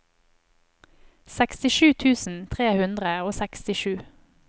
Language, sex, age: Norwegian, female, 25